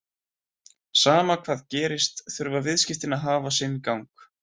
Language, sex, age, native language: Icelandic, male, 20-29, Icelandic